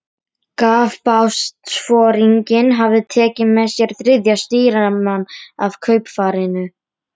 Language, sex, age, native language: Icelandic, female, 30-39, Polish